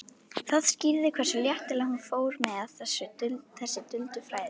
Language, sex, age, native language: Icelandic, female, 11, Icelandic